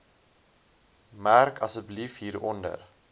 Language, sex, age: Afrikaans, male, 20